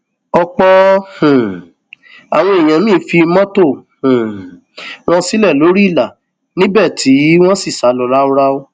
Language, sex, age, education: Yoruba, male, 15-29, tertiary